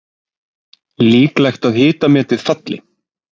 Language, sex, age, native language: Icelandic, male, 20-29, Icelandic